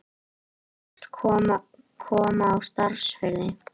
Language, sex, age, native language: Icelandic, male, 18-19, Icelandic